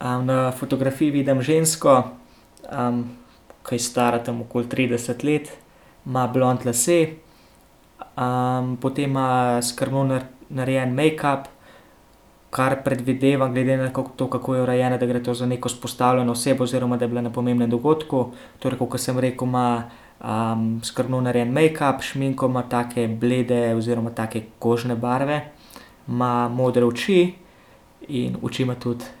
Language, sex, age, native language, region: Slovenian, male, 18-29, Slovenian, Central Slovenia